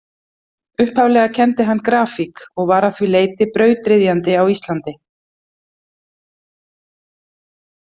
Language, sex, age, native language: Icelandic, female, 50-59, Icelandic